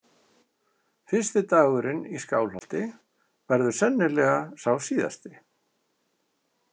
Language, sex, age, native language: Icelandic, male, 60-69, Icelandic